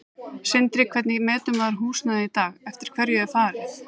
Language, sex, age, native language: Icelandic, female, 30-39, Icelandic